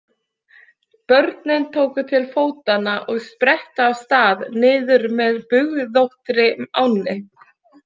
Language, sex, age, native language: Icelandic, female, 30-39, Icelandic